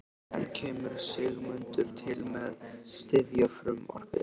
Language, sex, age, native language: Icelandic, male, 13, Icelandic